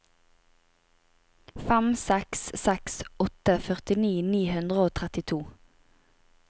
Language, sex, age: Norwegian, female, 25